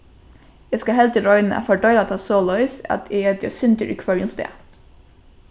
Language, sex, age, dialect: Faroese, female, 15-35, Norðuroyggjar